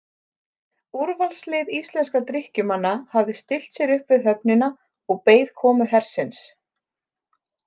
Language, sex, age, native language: Icelandic, female, 30-39, Icelandic